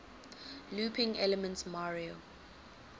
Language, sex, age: English, female, 19